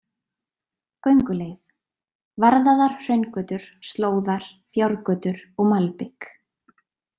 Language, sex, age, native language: Icelandic, female, 20-29, Icelandic